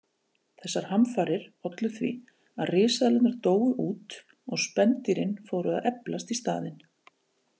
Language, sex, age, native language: Icelandic, female, 40-49, Icelandic